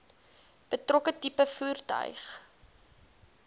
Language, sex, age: Afrikaans, female, 20